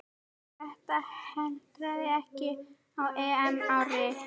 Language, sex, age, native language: Icelandic, female, 10, Icelandic